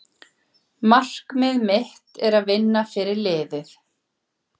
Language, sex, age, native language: Icelandic, female, 40-49, Icelandic